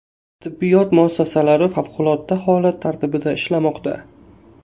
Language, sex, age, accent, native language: Uzbek, male, 18-24, Qashqadaryo, Uzbek